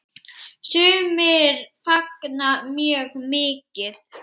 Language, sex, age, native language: Icelandic, female, 8, Icelandic